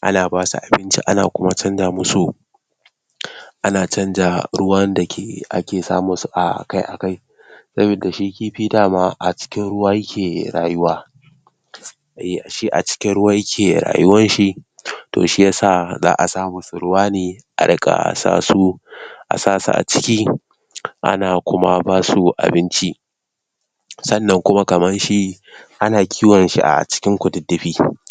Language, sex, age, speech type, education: Hausa, male, 15-29, spontaneous, tertiary